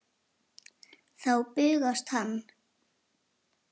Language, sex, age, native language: Icelandic, female, 7, Icelandic